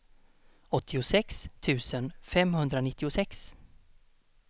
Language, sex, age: Swedish, male, 32